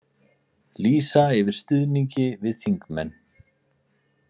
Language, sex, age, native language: Icelandic, male, 40-49, Icelandic